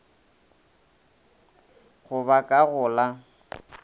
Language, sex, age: Northern Sotho, male, 26